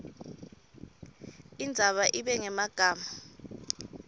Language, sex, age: Swati, female, 23